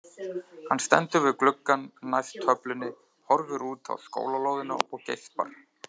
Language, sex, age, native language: Icelandic, male, 30-39, Icelandic